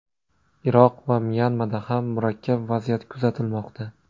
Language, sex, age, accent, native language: Uzbek, male, 25-34, Namangan, Uzbek